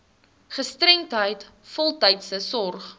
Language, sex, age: Afrikaans, female, 19